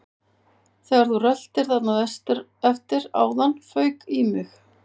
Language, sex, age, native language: Icelandic, female, 50-59, Icelandic